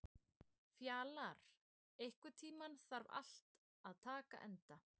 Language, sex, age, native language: Icelandic, female, 20-29, Icelandic